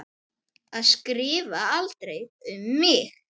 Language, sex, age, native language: Icelandic, male, 9, Icelandic